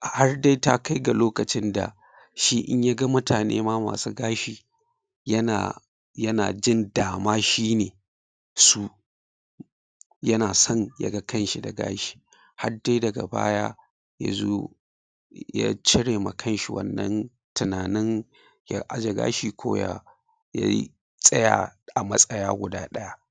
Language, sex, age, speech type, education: Hausa, female, 15-29, spontaneous, primary